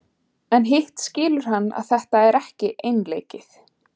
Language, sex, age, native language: Icelandic, female, 20-29, Icelandic